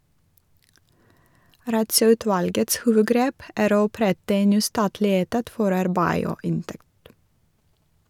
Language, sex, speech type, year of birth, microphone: Norwegian, female, read, 1982, Shure